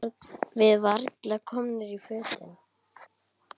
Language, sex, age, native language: Icelandic, male, 10, Icelandic